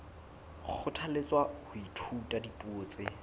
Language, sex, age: Southern Sotho, male, 22